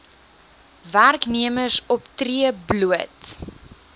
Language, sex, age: Afrikaans, female, 19